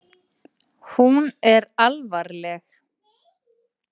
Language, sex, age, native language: Icelandic, female, 30-39, Icelandic